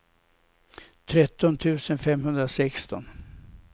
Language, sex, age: Swedish, male, 67